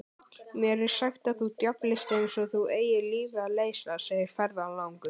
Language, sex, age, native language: Icelandic, male, 18-19, Icelandic